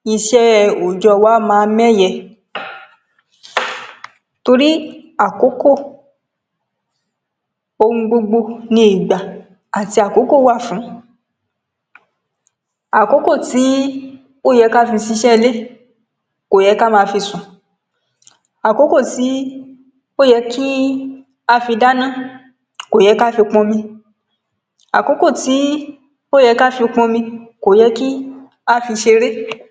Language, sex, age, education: Yoruba, female, 46-60, secondary